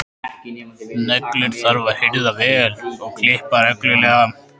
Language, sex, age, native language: Icelandic, male, 13, Icelandic